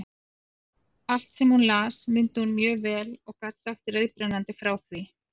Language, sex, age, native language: Icelandic, female, 40-49, Icelandic